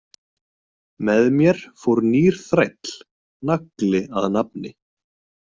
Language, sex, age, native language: Icelandic, male, 20-29, Icelandic